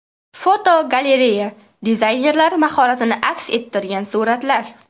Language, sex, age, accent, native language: Uzbek, female, 18-24, Qashqadaryo, Uzbek